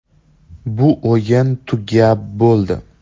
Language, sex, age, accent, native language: Uzbek, male, 18-24, Andijon, Uzbek